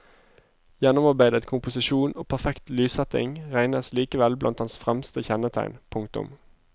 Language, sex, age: Norwegian, male, 25